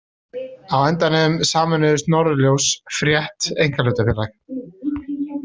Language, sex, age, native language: Icelandic, male, 30-39, Icelandic